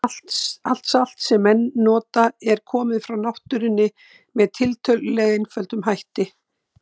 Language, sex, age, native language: Icelandic, female, 60-69, Icelandic